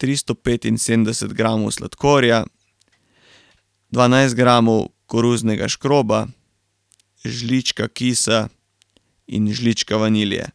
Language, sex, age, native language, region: Slovenian, male, 18-29, Slovenian, Carinthia region